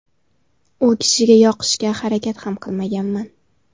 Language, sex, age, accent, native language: Uzbek, female, 19-29, Toshkent viloyati, Uzbek